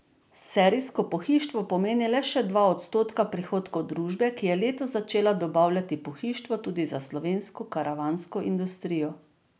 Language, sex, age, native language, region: Slovenian, female, 50-59, Slovenian, Drava region